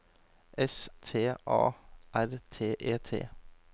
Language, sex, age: Norwegian, male, 26